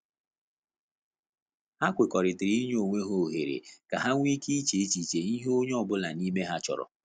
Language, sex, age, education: Igbo, male, 30-45, tertiary